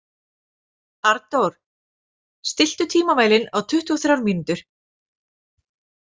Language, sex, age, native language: Icelandic, female, 40-49, Icelandic